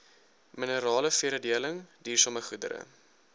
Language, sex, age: Afrikaans, male, 19